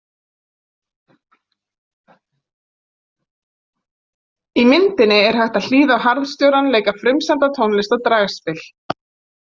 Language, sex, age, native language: Icelandic, female, 40-49, Icelandic